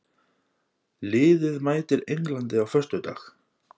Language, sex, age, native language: Icelandic, male, 30-39, Icelandic